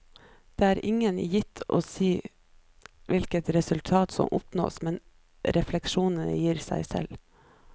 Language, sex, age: Norwegian, female, 29